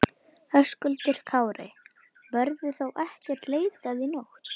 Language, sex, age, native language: Icelandic, female, 11, Icelandic